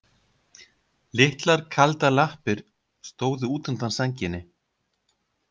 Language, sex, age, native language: Icelandic, male, 50-59, Icelandic